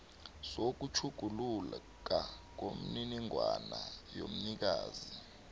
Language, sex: South Ndebele, male